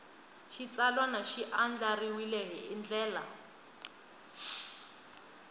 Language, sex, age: Tsonga, female, 20